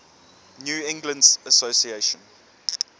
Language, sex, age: English, male, 24